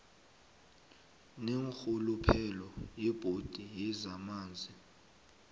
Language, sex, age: South Ndebele, male, 21